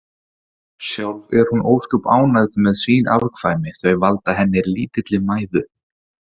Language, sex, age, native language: Icelandic, male, 40-49, Icelandic